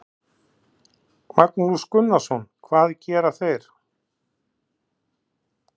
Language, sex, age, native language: Icelandic, male, 60-69, Icelandic